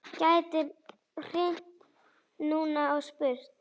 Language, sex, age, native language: Icelandic, female, 10, Icelandic